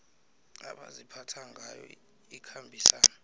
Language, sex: South Ndebele, male